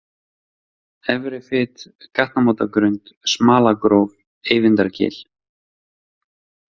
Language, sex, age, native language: Icelandic, male, 30-39, Icelandic